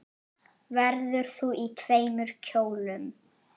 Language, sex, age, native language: Icelandic, male, 8, Icelandic